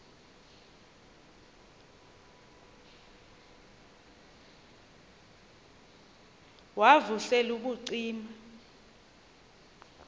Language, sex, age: Xhosa, female, 30